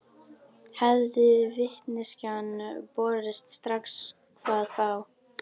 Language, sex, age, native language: Icelandic, female, 12, Icelandic